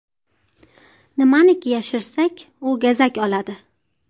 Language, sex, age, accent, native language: Uzbek, female, 19-29, Farg'ona, Uzbek